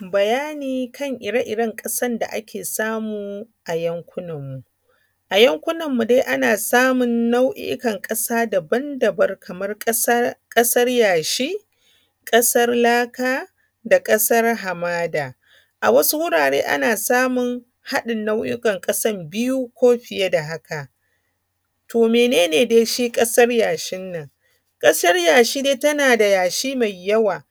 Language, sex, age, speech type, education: Hausa, female, 30-45, spontaneous, primary